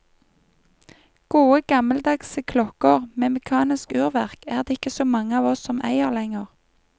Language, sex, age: Norwegian, female, 31